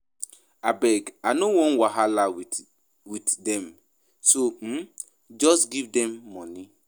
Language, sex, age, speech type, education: Nigerian Pidgin, male, 15-29, spontaneous, tertiary